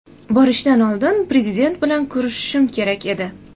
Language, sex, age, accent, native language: Uzbek, female, 18-24, Toshkent shahri, Uzbek